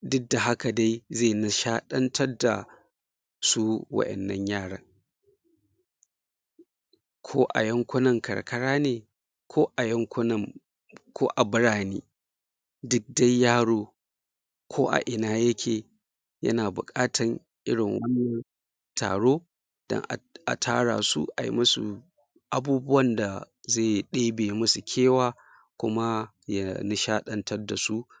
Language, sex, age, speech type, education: Hausa, male, 30-45, spontaneous, secondary